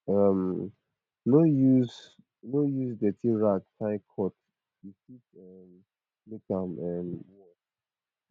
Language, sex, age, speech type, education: Nigerian Pidgin, male, 15-29, spontaneous, tertiary